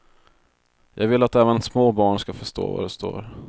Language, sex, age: Swedish, male, 22